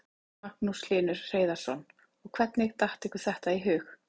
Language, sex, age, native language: Icelandic, female, 30-39, Icelandic